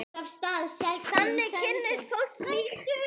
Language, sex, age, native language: Icelandic, female, 10, Icelandic